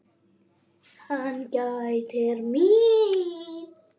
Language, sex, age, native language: Icelandic, female, 10, Icelandic